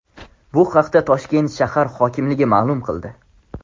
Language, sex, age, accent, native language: Uzbek, male, under 19, Andijon, Tajik